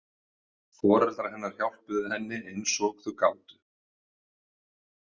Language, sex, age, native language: Icelandic, male, 40-49, Icelandic